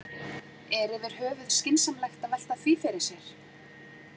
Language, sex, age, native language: Icelandic, female, 40-49, Icelandic